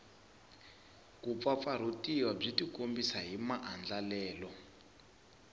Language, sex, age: Tsonga, male, 20